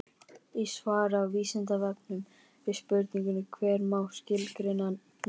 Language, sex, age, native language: Icelandic, male, 18-19, Icelandic